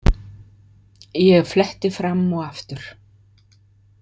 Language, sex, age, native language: Icelandic, female, 50-59, Icelandic